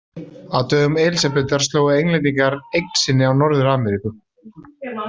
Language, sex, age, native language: Icelandic, male, 30-39, Icelandic